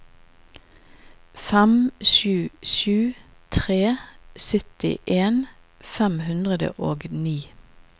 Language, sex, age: Norwegian, female, 50